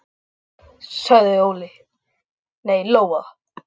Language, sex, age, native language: Icelandic, male, 8, Icelandic